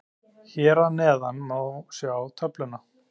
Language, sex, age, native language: Icelandic, male, 30-39, Icelandic